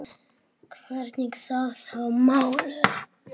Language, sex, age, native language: Icelandic, male, 10, Icelandic